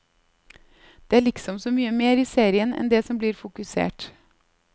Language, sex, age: Norwegian, female, 30